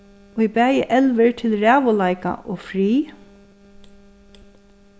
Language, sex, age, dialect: Faroese, female, 36-60, Suðurstreymoy